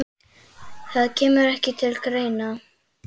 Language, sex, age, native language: Icelandic, female, 8, Icelandic